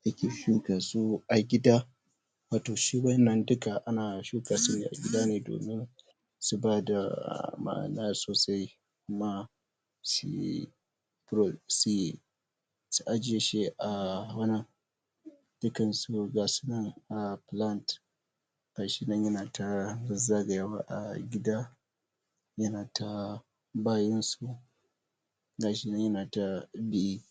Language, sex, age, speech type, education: Hausa, male, 15-29, spontaneous, primary